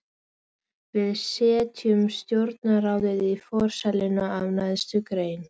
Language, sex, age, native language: Icelandic, female, 13, Icelandic